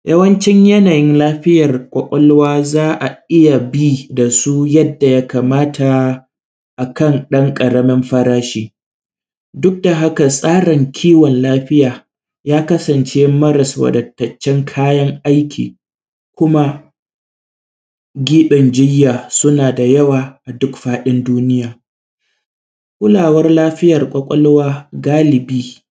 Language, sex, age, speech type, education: Hausa, male, 30-45, spontaneous, primary